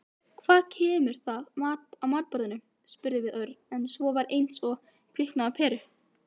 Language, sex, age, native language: Icelandic, female, 18-19, Icelandic